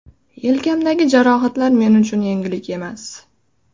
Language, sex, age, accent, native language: Uzbek, female, 18-24, Xorazm, Uzbek